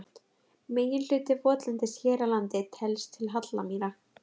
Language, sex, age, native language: Icelandic, female, 11, Icelandic